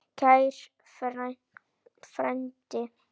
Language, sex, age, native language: Icelandic, female, 9, Icelandic